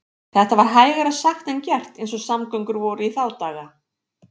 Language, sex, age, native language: Icelandic, female, 50-59, Icelandic